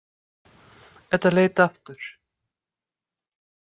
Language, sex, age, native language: Icelandic, female, 50-59, Icelandic